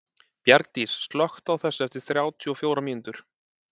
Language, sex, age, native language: Icelandic, male, 30-39, Icelandic